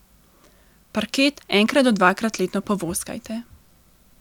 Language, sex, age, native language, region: Slovenian, female, 18-29, Slovenian, Central Slovenia